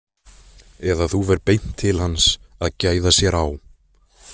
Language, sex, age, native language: Icelandic, male, 20-29, Icelandic